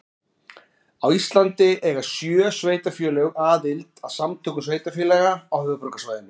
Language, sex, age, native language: Icelandic, male, 40-49, Icelandic